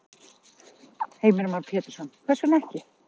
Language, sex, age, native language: Icelandic, female, 40-49, Icelandic